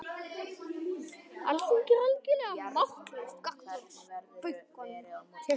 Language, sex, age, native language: Icelandic, male, 18-19, Icelandic